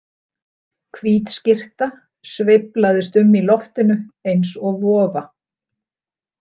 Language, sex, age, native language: Icelandic, female, 60-69, Icelandic